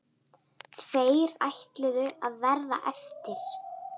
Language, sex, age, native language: Icelandic, female, 10, Icelandic